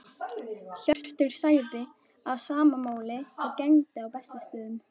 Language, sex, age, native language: Icelandic, female, 12, Icelandic